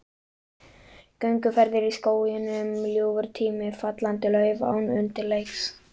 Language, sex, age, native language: Icelandic, male, 11, Icelandic